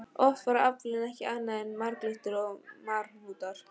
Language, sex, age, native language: Icelandic, female, 15, Icelandic